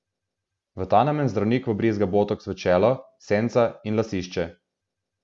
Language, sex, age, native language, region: Slovenian, male, 18-29, Slovenian, Southeast Slovenia